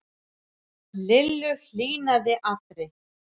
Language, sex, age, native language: Icelandic, male, 7, Icelandic